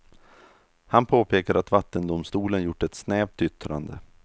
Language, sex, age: Swedish, male, 32